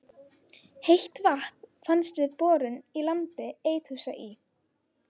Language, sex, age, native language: Icelandic, female, 12, Icelandic